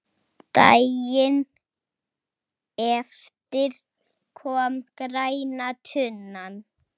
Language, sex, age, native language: Icelandic, female, 10, Icelandic